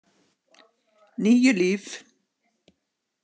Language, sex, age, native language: Icelandic, female, 60-69, Icelandic